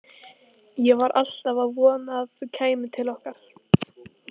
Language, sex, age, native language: Icelandic, female, 13, Icelandic